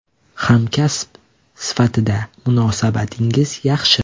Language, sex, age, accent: Uzbek, male, 18-24, Toshkent shahri